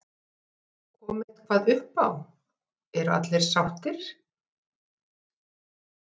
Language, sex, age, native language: Icelandic, female, 50-59, Icelandic